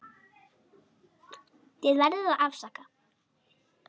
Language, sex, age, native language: Icelandic, female, 8, Icelandic